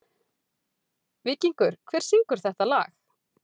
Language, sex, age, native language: Icelandic, female, 40-49, Icelandic